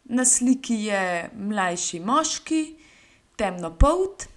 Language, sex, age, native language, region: Slovenian, female, 18-29, Slovenian, Gorenjska region